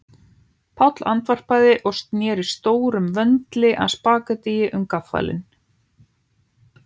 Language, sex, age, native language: Icelandic, female, 18-19, Icelandic